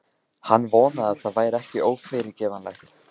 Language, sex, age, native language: Icelandic, male, 15, Icelandic